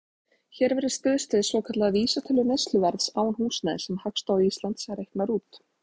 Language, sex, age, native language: Icelandic, female, 20-29, Icelandic